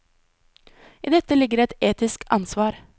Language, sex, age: Norwegian, female, 20